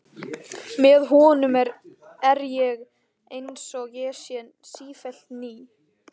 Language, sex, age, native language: Icelandic, male, 13, Icelandic